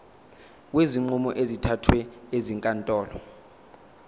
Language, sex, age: Zulu, male, 21